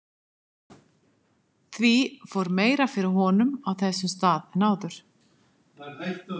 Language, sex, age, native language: Icelandic, female, 50-59, Icelandic